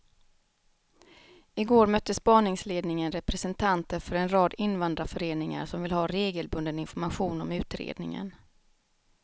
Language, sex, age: Swedish, female, 36